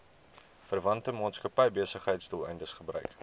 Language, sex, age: Afrikaans, male, 23